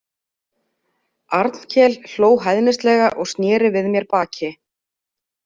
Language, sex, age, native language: Icelandic, female, 30-39, Icelandic